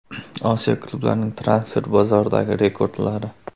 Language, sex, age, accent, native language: Uzbek, male, 18-24, Surxondaryo, Uzbek